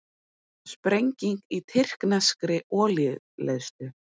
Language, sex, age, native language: Icelandic, female, 20-29, Icelandic